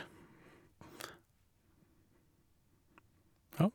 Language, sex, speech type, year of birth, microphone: Norwegian, male, spontaneous, 1984, Shure